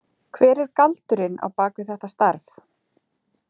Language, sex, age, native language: Icelandic, female, 40-49, Icelandic